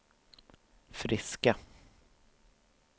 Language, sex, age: Swedish, male, 24